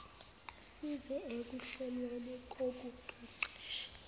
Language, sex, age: Zulu, female, 19